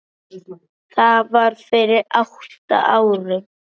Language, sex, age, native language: Icelandic, male, 9, Icelandic